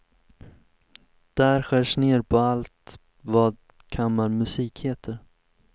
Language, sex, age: Swedish, male, 19